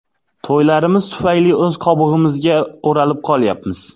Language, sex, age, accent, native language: Uzbek, male, 25-34, Xorazm, Uzbek